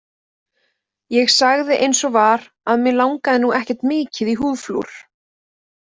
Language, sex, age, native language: Icelandic, female, 20-29, Icelandic